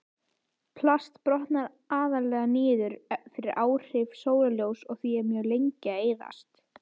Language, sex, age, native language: Icelandic, female, 18-19, Icelandic